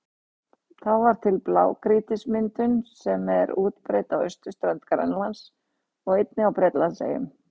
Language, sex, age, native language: Icelandic, female, 60-69, Icelandic